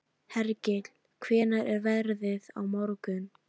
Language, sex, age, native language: Icelandic, female, 13, Icelandic